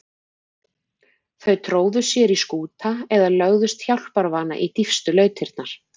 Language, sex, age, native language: Icelandic, female, 40-49, Icelandic